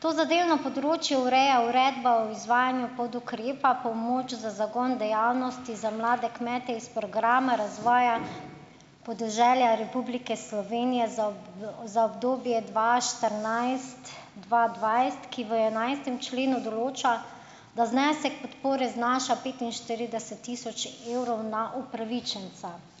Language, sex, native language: Slovenian, female, Slovenian